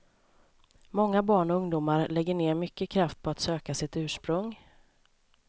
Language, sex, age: Swedish, female, 29